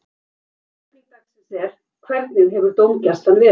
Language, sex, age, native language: Icelandic, female, 50-59, Icelandic